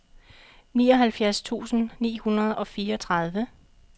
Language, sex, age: Danish, female, 45